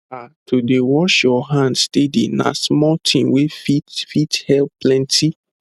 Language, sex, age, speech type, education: Nigerian Pidgin, male, 15-29, spontaneous, tertiary